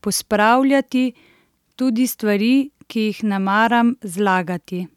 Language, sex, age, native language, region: Slovenian, female, 30-49, Slovenian, Central Slovenia